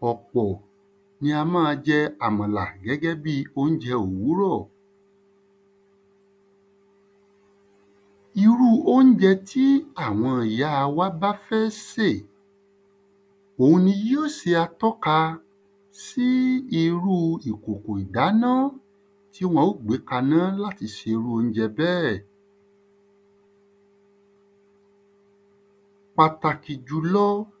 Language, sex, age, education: Yoruba, male, 30-45, tertiary